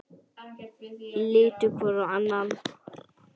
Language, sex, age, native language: Icelandic, male, 10, Icelandic